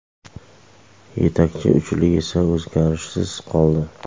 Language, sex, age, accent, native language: Uzbek, male, 25-34, Sirdaryo, Uzbek